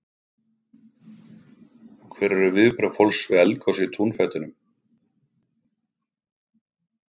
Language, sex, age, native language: Icelandic, male, 50-59, Icelandic